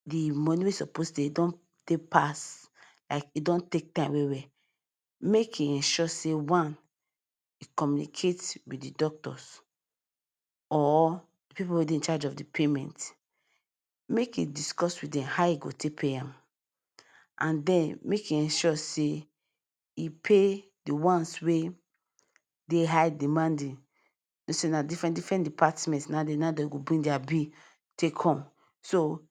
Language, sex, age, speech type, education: Nigerian Pidgin, female, 15-29, spontaneous, tertiary